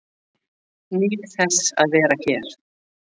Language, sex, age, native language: Icelandic, female, 40-49, Icelandic